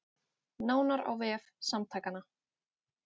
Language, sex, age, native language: Icelandic, female, 18-19, Icelandic